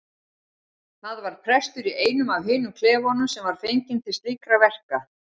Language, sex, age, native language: Icelandic, female, 60-69, Icelandic